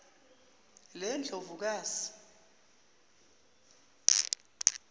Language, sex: Zulu, female